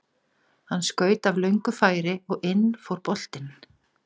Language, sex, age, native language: Icelandic, female, 40-49, Icelandic